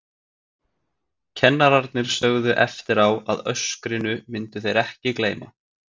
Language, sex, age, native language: Icelandic, male, 30-39, Icelandic